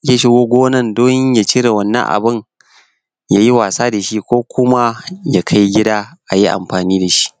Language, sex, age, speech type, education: Hausa, male, 15-29, spontaneous, tertiary